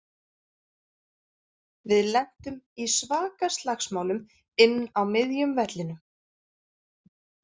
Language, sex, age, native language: Icelandic, female, 40-49, Icelandic